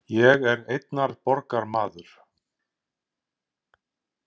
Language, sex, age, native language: Icelandic, male, 60-69, Icelandic